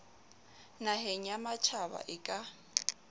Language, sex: Southern Sotho, female